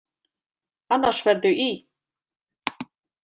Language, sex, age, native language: Icelandic, female, 40-49, Icelandic